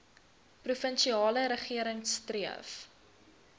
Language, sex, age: Afrikaans, female, 22